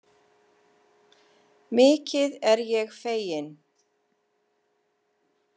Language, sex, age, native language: Icelandic, female, 50-59, Icelandic